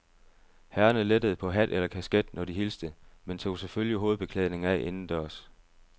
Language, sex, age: Danish, male, 30